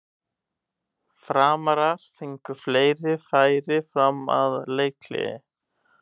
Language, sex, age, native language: Icelandic, male, 18-19, Icelandic